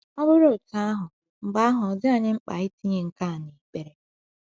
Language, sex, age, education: Igbo, female, 15-29, tertiary